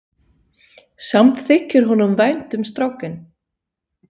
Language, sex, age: Icelandic, female, 40-49